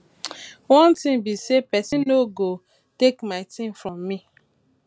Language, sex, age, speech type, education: Nigerian Pidgin, female, 15-29, spontaneous, tertiary